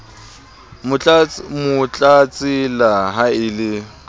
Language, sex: Southern Sotho, male